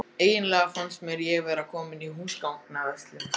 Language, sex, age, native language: Icelandic, other, 14, Icelandic